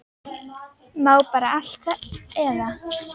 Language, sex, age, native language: Icelandic, female, 10, Icelandic